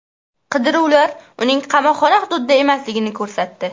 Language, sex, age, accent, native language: Uzbek, female, 18-24, Qashqadaryo, Uzbek